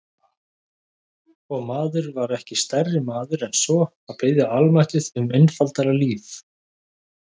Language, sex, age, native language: Icelandic, male, 30-39, Icelandic